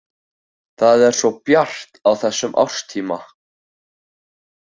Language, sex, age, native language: Icelandic, male, 18-19, Icelandic